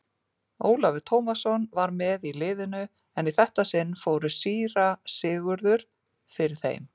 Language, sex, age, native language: Icelandic, female, 40-49, Icelandic